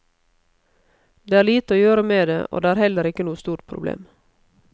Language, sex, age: Norwegian, female, 31